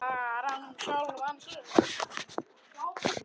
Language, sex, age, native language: Icelandic, male, 10, Icelandic